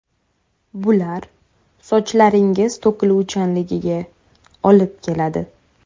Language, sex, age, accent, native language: Uzbek, female, 18-24, Toshkent viloyati, Uzbek